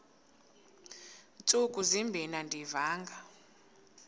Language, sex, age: Xhosa, female, 22